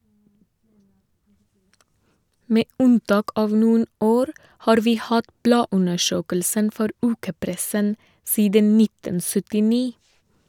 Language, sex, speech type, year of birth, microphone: Norwegian, female, read, 1988, Shure